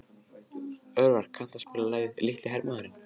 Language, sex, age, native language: Icelandic, male, 14, Icelandic